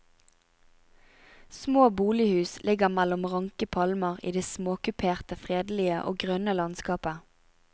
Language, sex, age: Norwegian, female, 25